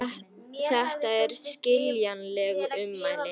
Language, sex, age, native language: Icelandic, female, 50-59, Icelandic